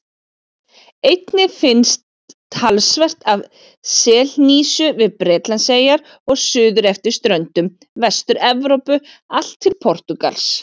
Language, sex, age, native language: Icelandic, female, 40-49, Icelandic